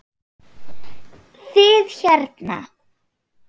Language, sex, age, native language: Icelandic, female, 8, Swedish